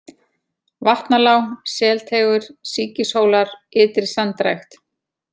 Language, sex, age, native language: Icelandic, female, 40-49, Icelandic